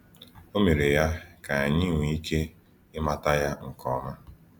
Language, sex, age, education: Igbo, male, 15-29, tertiary